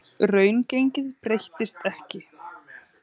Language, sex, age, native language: Icelandic, female, 30-39, Icelandic